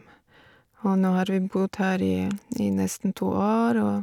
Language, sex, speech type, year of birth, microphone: Norwegian, female, spontaneous, 1970, Shure